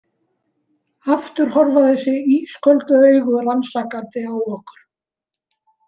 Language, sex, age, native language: Icelandic, female, 70-79, Icelandic